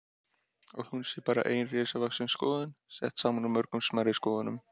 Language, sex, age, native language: Icelandic, male, 30-39, Icelandic